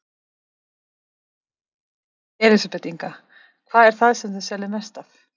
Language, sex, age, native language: Icelandic, female, 30-39, Icelandic